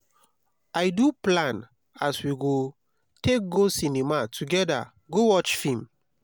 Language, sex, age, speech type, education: Nigerian Pidgin, male, 30-45, spontaneous, tertiary